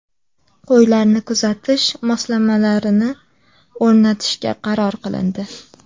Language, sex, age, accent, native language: Uzbek, female, 18-24, Samarqand, Uzbek